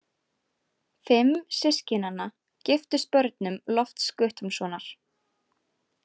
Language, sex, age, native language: Icelandic, female, 18-19, Icelandic